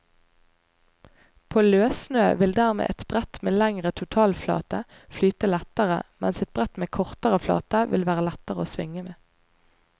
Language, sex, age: Norwegian, female, 25